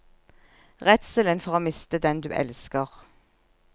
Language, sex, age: Norwegian, female, 46